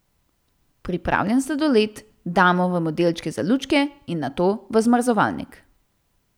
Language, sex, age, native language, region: Slovenian, female, 18-29, Slovenian, Central Slovenia